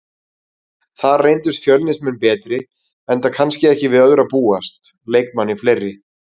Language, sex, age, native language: Icelandic, male, 40-49, Icelandic